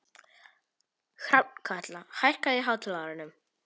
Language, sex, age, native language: Icelandic, male, 18-19, Polish